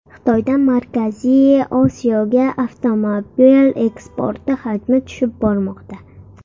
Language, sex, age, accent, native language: Uzbek, female, under 19, Surxondaryo, Uzbek